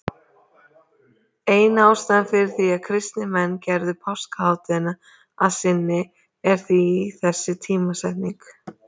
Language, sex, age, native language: Icelandic, female, 30-39, Icelandic